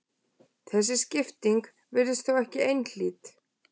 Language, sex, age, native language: Icelandic, female, 20-29, Icelandic